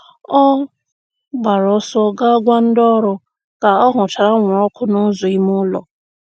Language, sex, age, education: Igbo, female, 15-29, secondary